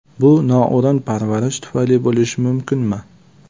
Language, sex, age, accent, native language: Uzbek, male, 25-34, Farg'ona, Uzbek